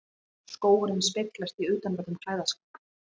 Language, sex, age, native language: Icelandic, female, 40-49, Icelandic